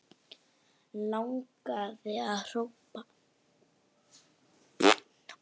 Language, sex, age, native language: Icelandic, female, 9, Icelandic